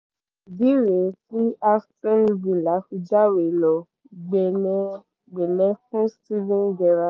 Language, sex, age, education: Yoruba, female, 15-29, secondary